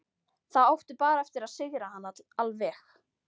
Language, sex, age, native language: Icelandic, female, 13, Icelandic